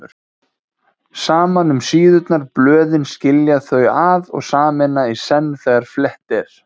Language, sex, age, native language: Icelandic, male, 30-39, Icelandic